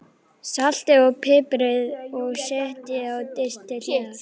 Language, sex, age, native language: Icelandic, female, 11, Icelandic